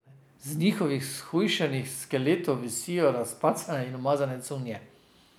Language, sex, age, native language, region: Slovenian, male, 50-59, Slovenian, Drava region